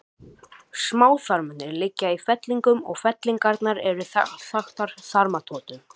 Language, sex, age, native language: Icelandic, male, 18-19, Icelandic